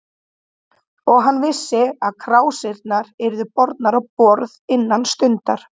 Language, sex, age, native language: Icelandic, female, 30-39, Icelandic